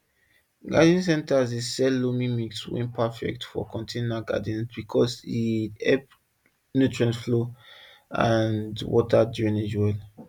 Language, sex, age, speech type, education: Nigerian Pidgin, male, 15-29, spontaneous, tertiary